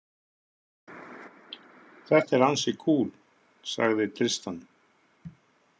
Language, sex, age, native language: Icelandic, male, 50-59, Icelandic